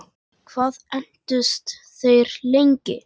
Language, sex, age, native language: Icelandic, male, 10, Icelandic